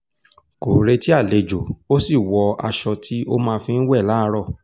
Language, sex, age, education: Yoruba, male, 15-29, tertiary